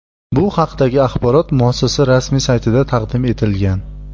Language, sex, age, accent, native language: Uzbek, male, 25-34, Jizzax, Uzbek